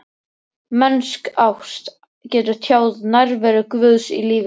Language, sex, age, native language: Icelandic, male, 13, Icelandic